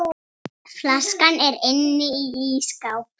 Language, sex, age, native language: Icelandic, female, 6, Icelandic